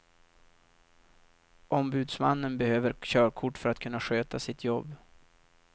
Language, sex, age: Swedish, male, 32